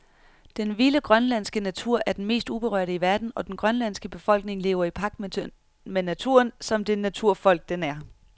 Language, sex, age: Danish, female, 31